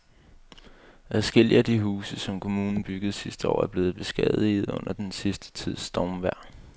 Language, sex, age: Danish, male, 22